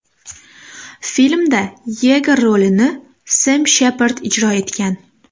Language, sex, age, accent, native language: Uzbek, female, 18-24, Namangan, Uzbek